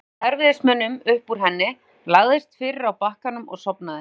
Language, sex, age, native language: Icelandic, female, 40-49, Icelandic